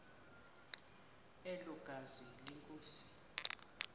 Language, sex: Xhosa, female